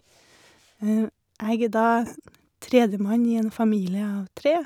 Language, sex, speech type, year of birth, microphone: Norwegian, female, spontaneous, 1981, Shure